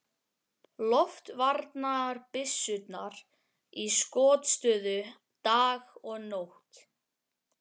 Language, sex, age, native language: Icelandic, male, 12, Icelandic